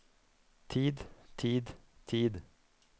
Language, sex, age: Norwegian, male, 24